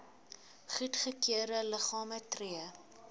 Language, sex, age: Afrikaans, female, 19